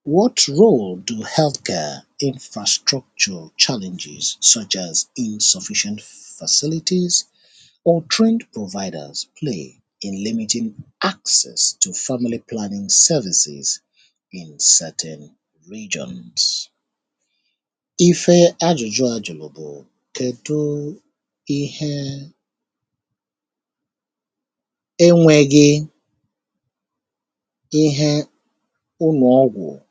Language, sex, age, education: Igbo, male, 30-45, tertiary